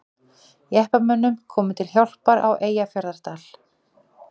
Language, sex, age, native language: Icelandic, female, 40-49, Icelandic